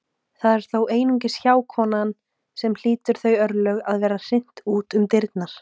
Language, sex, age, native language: Icelandic, female, 18-19, Icelandic